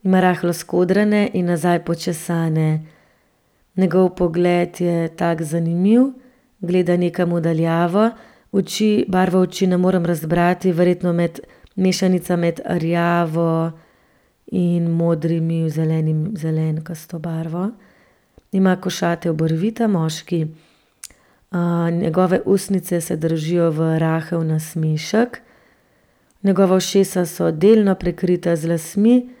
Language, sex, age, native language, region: Slovenian, female, 30-49, Slovenian, Central Slovenia